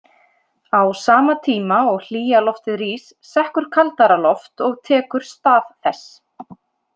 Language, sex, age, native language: Icelandic, female, 30-39, Icelandic